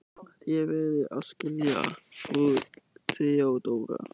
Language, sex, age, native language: Icelandic, male, 14, German